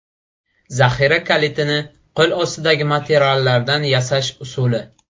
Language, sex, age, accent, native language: Uzbek, male, 18-24, Buxoro, Uzbek